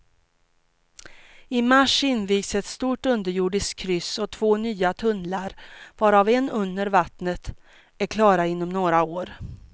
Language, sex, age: Swedish, female, 42